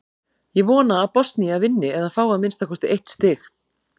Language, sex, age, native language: Icelandic, female, 40-49, Icelandic